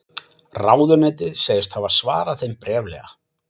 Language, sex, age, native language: Icelandic, male, 40-49, Icelandic